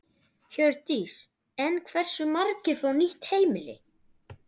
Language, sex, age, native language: Icelandic, male, 12, Icelandic